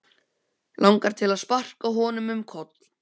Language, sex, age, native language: Icelandic, male, 15, Icelandic